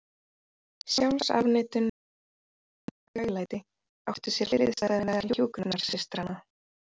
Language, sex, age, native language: Icelandic, female, 30-39, Icelandic